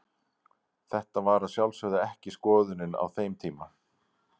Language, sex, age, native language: Icelandic, male, 40-49, Icelandic